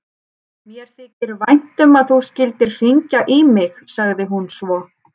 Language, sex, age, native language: Icelandic, female, 30-39, Icelandic